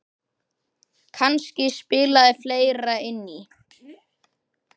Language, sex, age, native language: Icelandic, male, 10, Icelandic